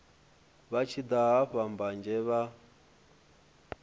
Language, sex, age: Venda, male, 23